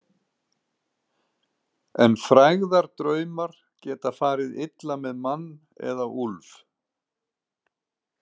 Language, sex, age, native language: Icelandic, male, 60-69, Icelandic